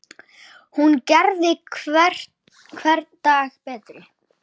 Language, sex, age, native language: Icelandic, female, 10, Icelandic